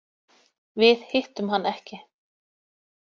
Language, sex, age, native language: Icelandic, female, 30-39, Icelandic